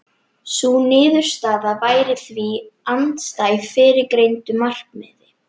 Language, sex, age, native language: Icelandic, female, 11, Icelandic